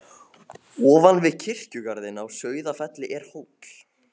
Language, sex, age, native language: Icelandic, male, 14, Icelandic